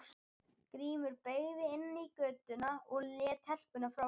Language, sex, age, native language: Icelandic, female, 12, Icelandic